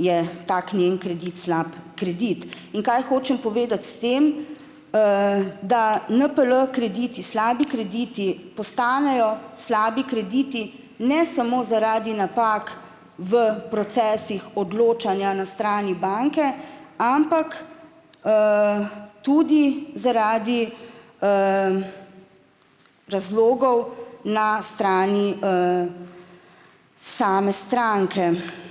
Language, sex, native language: Slovenian, female, Slovenian